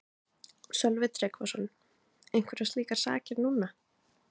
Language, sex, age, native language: Icelandic, other, 20-29, Icelandic